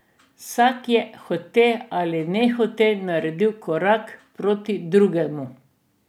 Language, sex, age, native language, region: Slovenian, female, 60+, Slovenian, Drava region